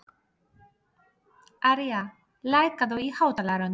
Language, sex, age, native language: Icelandic, female, 30-39, Polish